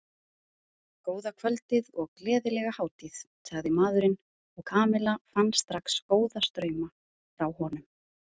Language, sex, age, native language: Icelandic, female, 30-39, Icelandic